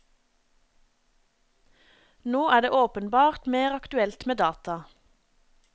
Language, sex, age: Norwegian, female, 27